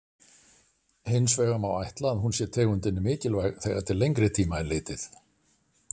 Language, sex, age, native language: Icelandic, male, 60-69, Icelandic